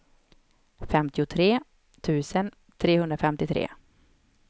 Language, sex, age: Swedish, female, 31